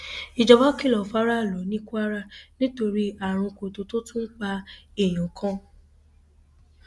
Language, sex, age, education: Yoruba, female, 15-29, tertiary